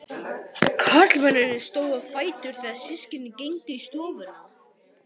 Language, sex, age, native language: Icelandic, male, 12, Icelandic